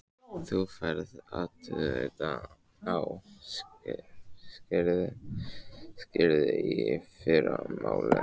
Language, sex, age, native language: Icelandic, male, 14, Icelandic